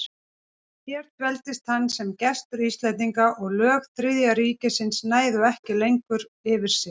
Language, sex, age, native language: Icelandic, female, 40-49, Icelandic